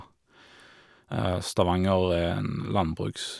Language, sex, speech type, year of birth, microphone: Norwegian, male, spontaneous, 1985, Shure